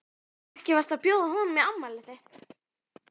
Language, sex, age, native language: Icelandic, female, 11, Icelandic